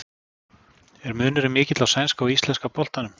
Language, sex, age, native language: Icelandic, male, 40-49, Icelandic